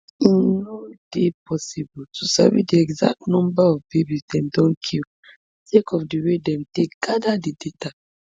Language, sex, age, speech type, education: Nigerian Pidgin, female, 15-29, spontaneous, tertiary